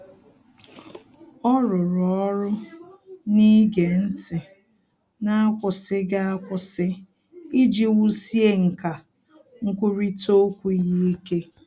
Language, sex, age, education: Igbo, female, 30-45, tertiary